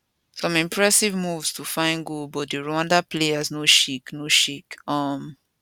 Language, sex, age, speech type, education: Nigerian Pidgin, female, 15-29, spontaneous, tertiary